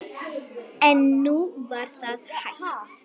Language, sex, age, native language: Icelandic, female, 9, Icelandic